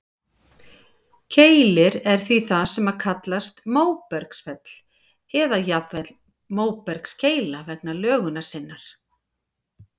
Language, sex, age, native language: Icelandic, female, 50-59, Icelandic